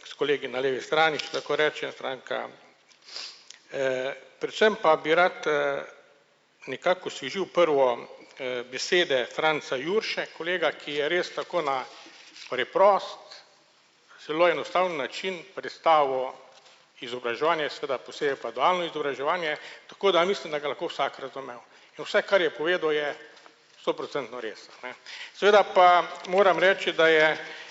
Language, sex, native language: Slovenian, male, Slovenian